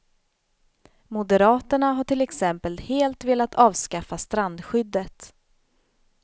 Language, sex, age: Swedish, female, 32